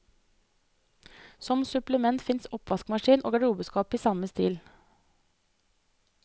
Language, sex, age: Norwegian, female, 30